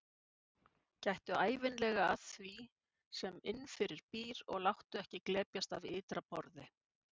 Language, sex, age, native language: Icelandic, female, 50-59, Icelandic